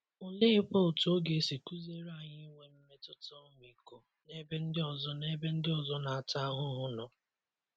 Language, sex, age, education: Igbo, male, 15-29, secondary